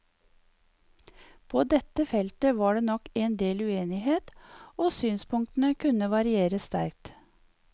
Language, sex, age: Norwegian, female, 54